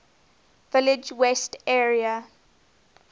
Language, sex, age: English, female, 20